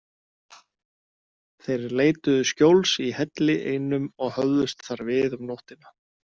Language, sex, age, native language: Icelandic, male, 30-39, Icelandic